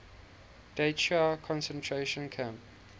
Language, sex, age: English, male, 19